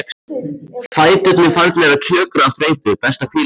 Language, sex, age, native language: Icelandic, male, 14, Icelandic